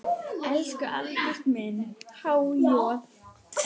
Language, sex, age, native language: Icelandic, female, 9, Icelandic